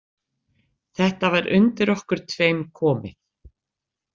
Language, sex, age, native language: Icelandic, female, 60-69, Icelandic